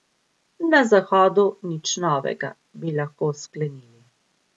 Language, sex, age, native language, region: Slovenian, female, 50-59, Slovenian, Gorica region